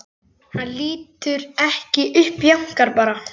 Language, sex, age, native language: Icelandic, male, 11, Icelandic